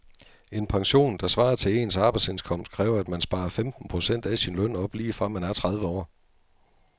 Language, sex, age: Danish, male, 42